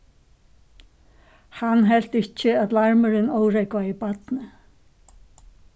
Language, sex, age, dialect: Faroese, female, 61+, Suðurstreymoy